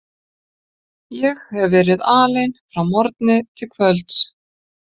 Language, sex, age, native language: Icelandic, female, 50-59, Icelandic